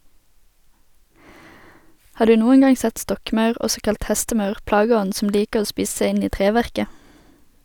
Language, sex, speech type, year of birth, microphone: Norwegian, female, read, 1991, Sennheiser